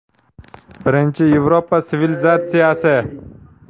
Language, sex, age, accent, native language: Uzbek, male, 25-34, Samarqand, Uzbek